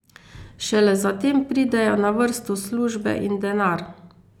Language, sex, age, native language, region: Slovenian, female, 50-59, Slovenian, Carinthia region